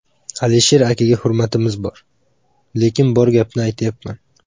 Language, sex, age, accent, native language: Uzbek, male, under 19, Samarqand, Uzbek